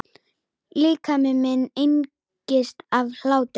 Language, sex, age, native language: Icelandic, female, 10, Icelandic